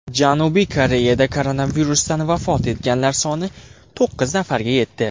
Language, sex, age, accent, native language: Uzbek, male, 18-24, Andijon, Uzbek